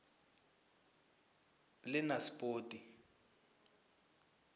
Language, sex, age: South Ndebele, male, 20